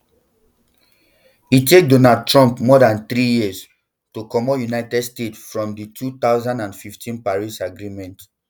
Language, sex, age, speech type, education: Nigerian Pidgin, male, 15-29, spontaneous, tertiary